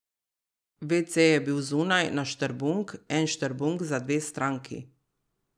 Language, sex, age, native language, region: Slovenian, female, 30-49, Slovenian, Drava region